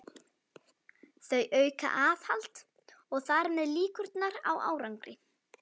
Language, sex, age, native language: Icelandic, female, 11, Icelandic